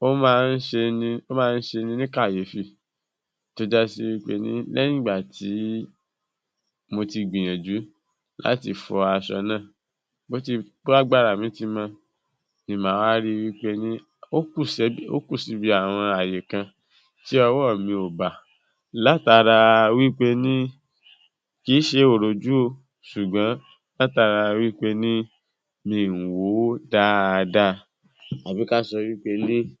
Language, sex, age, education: Yoruba, male, 15-29, secondary